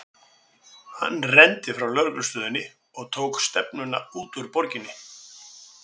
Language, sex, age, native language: Icelandic, male, 60-69, Icelandic